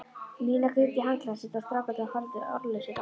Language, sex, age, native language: Icelandic, female, 11, Icelandic